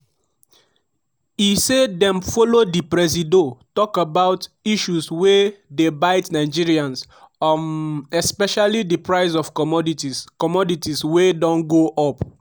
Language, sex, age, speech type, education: Nigerian Pidgin, male, 15-29, spontaneous, tertiary